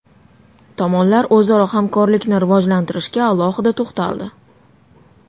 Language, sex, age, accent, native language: Uzbek, female, 19-29, Toshkent shahri, Uzbek